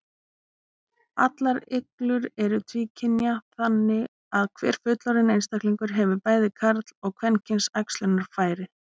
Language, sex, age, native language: Icelandic, female, 60-69, Icelandic